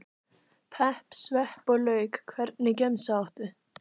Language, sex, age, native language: Icelandic, female, 14, Icelandic